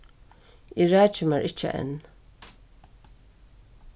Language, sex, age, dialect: Faroese, female, 36-60, Suðuroy